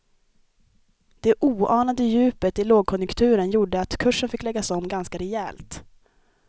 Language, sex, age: Swedish, female, 23